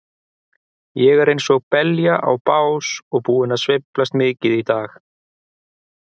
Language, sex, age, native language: Icelandic, male, 30-39, Icelandic